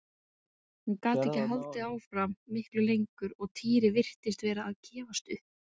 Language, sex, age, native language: Icelandic, female, 20-29, Icelandic